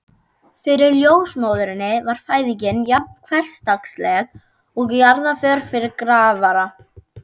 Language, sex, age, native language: Icelandic, female, 12, Icelandic